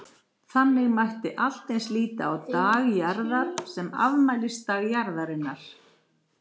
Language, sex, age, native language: Icelandic, female, 40-49, Icelandic